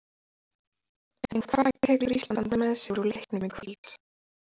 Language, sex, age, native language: Icelandic, female, 30-39, Icelandic